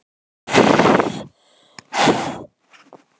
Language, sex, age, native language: Icelandic, male, 13, Icelandic